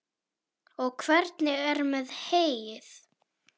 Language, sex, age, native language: Icelandic, female, 10, Icelandic